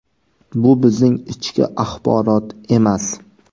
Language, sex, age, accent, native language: Uzbek, male, 18-24, Jizzax, Uzbek